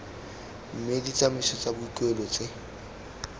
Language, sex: Tswana, male